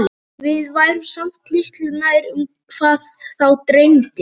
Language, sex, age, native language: Icelandic, female, 30-39, Icelandic